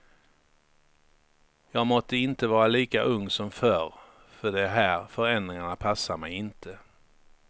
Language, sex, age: Swedish, male, 53